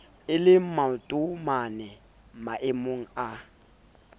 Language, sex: Southern Sotho, male